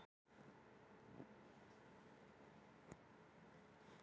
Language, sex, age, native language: Icelandic, female, 40-49, Icelandic